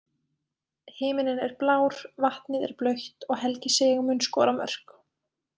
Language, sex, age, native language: Icelandic, female, 20-29, Icelandic